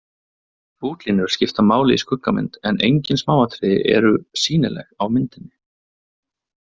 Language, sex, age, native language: Icelandic, male, 20-29, Icelandic